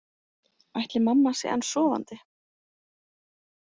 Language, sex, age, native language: Icelandic, female, 20-29, Icelandic